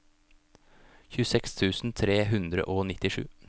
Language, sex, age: Norwegian, male, 29